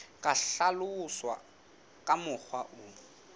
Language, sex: Southern Sotho, male